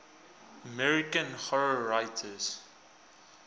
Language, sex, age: English, male, 20